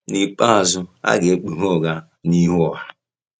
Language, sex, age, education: Igbo, male, 15-29, tertiary